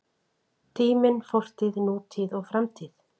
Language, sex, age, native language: Icelandic, female, 40-49, Icelandic